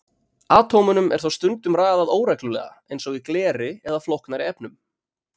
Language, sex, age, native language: Icelandic, male, 30-39, Icelandic